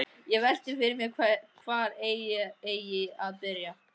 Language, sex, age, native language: Icelandic, male, 13, Icelandic